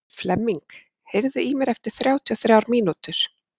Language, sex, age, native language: Icelandic, female, 40-49, Icelandic